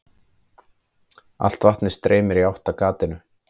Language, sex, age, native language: Icelandic, male, 30-39, Icelandic